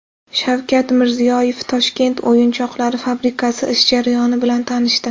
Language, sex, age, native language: Uzbek, female, 18-24, Uzbek